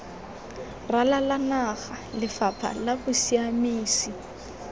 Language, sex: Tswana, female